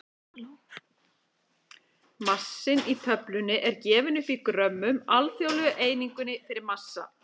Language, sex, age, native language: Icelandic, female, 40-49, Icelandic